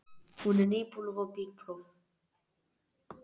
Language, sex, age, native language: Icelandic, male, 11, Icelandic